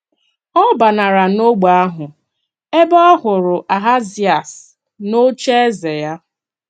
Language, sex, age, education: Igbo, female, 30-45, tertiary